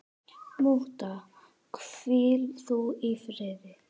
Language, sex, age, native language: Icelandic, female, 10, Icelandic